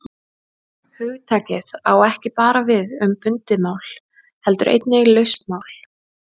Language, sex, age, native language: Icelandic, female, 20-29, Icelandic